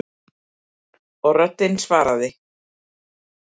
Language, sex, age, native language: Icelandic, female, 50-59, Icelandic